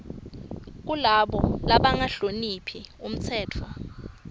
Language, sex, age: Swati, female, 19